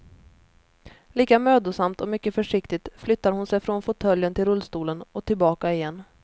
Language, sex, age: Swedish, female, 29